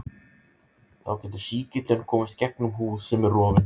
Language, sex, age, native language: Icelandic, male, 30-39, Icelandic